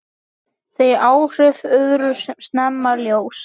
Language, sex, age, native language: Icelandic, male, 10, Icelandic